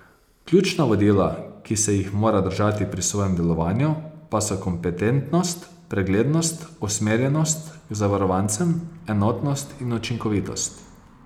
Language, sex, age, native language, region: Slovenian, male, 30-49, Slovenian, Posavska region